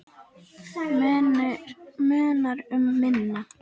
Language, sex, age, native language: Icelandic, female, 10, Icelandic